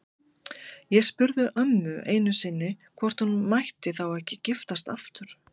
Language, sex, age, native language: Icelandic, female, 50-59, Icelandic